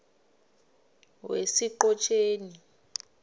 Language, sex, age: South Ndebele, female, 20